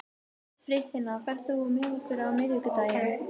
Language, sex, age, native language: Icelandic, female, 18-19, Icelandic